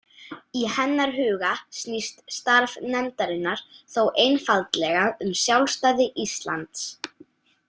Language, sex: Icelandic, female